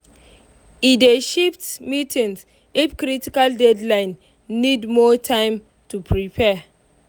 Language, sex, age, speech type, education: Nigerian Pidgin, female, 15-29, spontaneous, tertiary